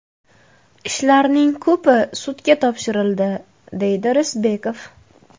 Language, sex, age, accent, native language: Uzbek, female, 18-24, Navoiy, Uzbek